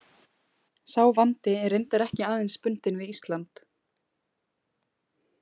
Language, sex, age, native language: Icelandic, female, 20-29, Icelandic